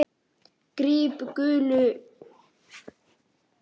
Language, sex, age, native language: Icelandic, male, 9, Icelandic